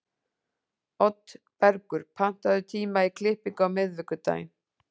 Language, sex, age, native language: Icelandic, female, 40-49, Icelandic